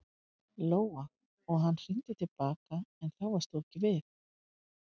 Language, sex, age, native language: Icelandic, female, 50-59, Icelandic